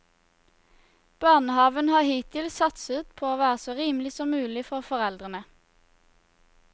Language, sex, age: Norwegian, female, 21